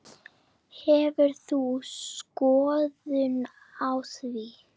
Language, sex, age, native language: Icelandic, female, 9, Icelandic